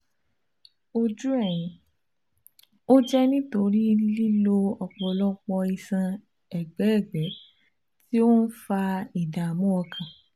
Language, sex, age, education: Yoruba, female, 15-29, tertiary